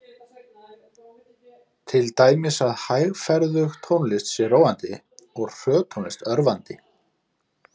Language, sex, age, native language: Icelandic, male, 30-39, Icelandic